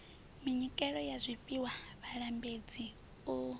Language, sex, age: Venda, female, 20